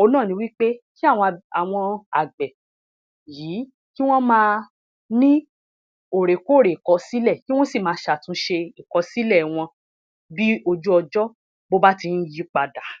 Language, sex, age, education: Yoruba, female, 30-45, tertiary